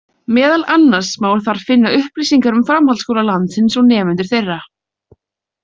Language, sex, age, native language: Icelandic, female, 30-39, Icelandic